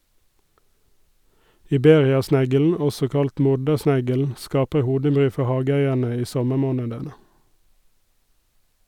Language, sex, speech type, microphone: Norwegian, male, read, Sennheiser